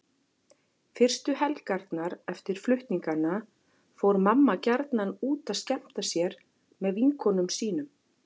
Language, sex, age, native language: Icelandic, female, 40-49, Icelandic